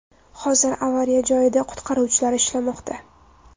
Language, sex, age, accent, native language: Uzbek, female, 19-29, Toshkent viloyati, Uzbek